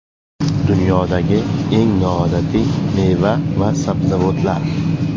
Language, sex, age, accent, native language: Uzbek, male, 25-34, Jizzax, Uzbek